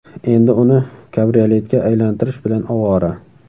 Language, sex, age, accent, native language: Uzbek, male, 18-24, Samarqand, Uzbek